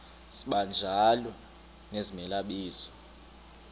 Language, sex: Xhosa, male